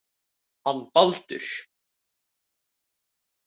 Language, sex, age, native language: Icelandic, male, 18-19, Icelandic